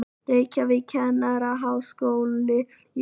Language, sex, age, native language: Icelandic, male, 18-19, Icelandic